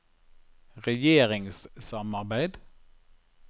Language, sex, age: Norwegian, male, 51